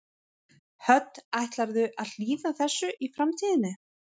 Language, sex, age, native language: Icelandic, female, 11, Icelandic